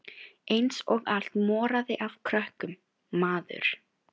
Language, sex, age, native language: Icelandic, female, 16, Filipino